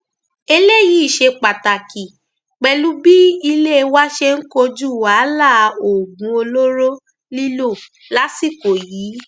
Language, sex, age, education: Yoruba, female, 15-29, tertiary